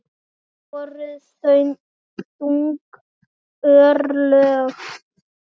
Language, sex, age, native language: Icelandic, male, 8, Icelandic